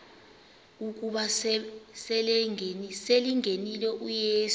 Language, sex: Xhosa, female